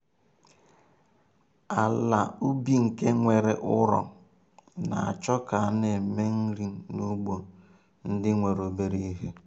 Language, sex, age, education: Igbo, male, 30-45, tertiary